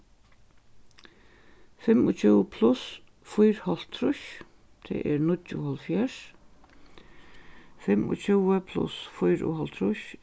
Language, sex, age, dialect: Faroese, female, 61+, Suðurstreymoy